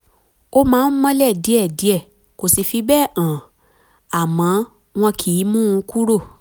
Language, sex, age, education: Yoruba, female, 15-29, tertiary